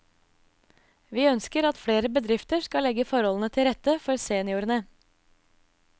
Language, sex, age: Norwegian, female, 24